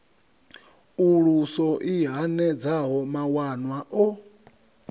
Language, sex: Venda, male